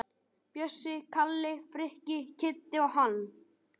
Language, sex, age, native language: Icelandic, male, 12, Icelandic